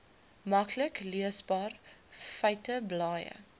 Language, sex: Afrikaans, female